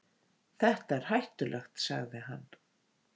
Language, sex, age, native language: Icelandic, female, 50-59, Icelandic